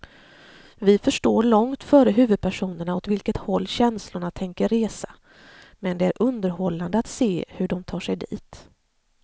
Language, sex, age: Swedish, female, 40